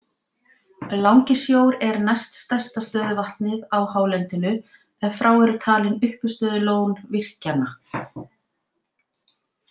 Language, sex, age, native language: Icelandic, female, 50-59, Icelandic